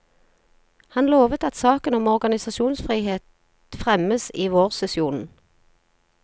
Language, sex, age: Norwegian, female, 40